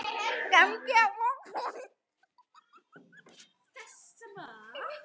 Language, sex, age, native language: Icelandic, male, 9, Icelandic